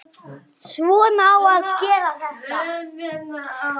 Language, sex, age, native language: Icelandic, male, 9, Icelandic